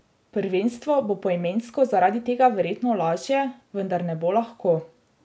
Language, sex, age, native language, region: Slovenian, female, 18-29, Slovenian, Drava region